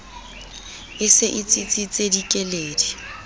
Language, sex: Southern Sotho, female